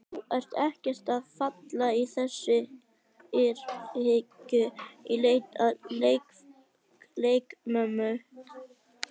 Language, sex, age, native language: Icelandic, female, 18-19, Icelandic